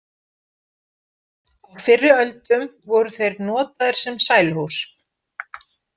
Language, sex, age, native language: Icelandic, female, 50-59, Icelandic